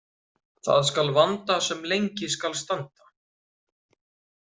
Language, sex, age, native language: Icelandic, male, 30-39, Icelandic